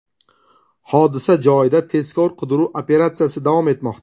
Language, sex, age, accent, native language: Uzbek, male, 35+, Toshkent shahri, Uzbek